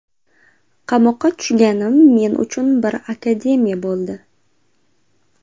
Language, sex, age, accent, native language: Uzbek, female, 18-24, Andijon, Uzbek